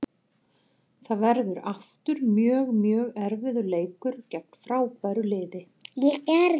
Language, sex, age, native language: Icelandic, female, 40-49, Icelandic